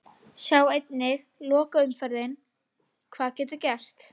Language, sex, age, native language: Icelandic, female, 30-39, Icelandic